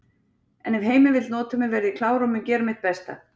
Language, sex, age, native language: Icelandic, female, 40-49, Icelandic